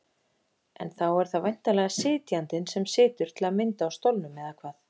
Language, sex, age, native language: Icelandic, female, 30-39, Icelandic